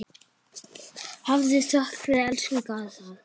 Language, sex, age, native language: Icelandic, male, 9, Icelandic